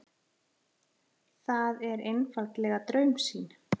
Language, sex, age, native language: Icelandic, female, 40-49, Icelandic